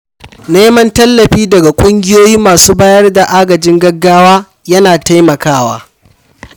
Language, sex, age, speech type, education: Hausa, male, 15-29, read, primary